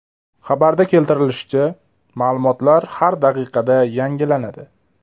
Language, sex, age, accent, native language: Uzbek, male, 19-29, Namangan, Uzbek